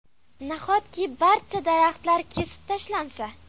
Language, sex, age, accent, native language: Uzbek, female, 12-17, Farg'ona, Uzbek